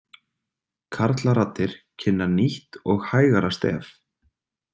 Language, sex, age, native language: Icelandic, male, 30-39, Icelandic